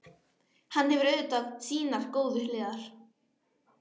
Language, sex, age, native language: Icelandic, female, 12, Icelandic